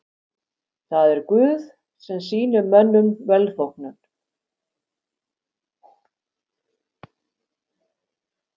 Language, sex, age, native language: Icelandic, female, 50-59, Icelandic